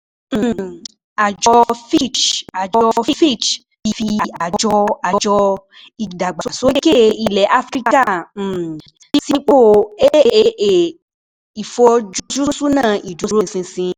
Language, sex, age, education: Yoruba, female, 15-29, tertiary